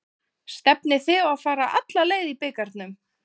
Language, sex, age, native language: Icelandic, female, 20-29, Icelandic